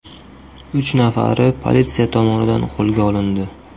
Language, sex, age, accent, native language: Uzbek, male, 25-34, Qashqadaryo, Uzbek